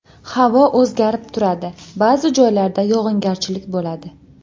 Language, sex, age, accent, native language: Uzbek, female, 19-29, Andijon, Uzbek